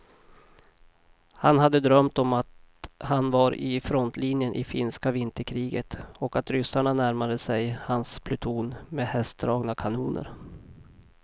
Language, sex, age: Swedish, male, 40